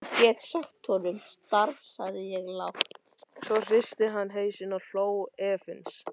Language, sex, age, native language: Icelandic, male, 13, Icelandic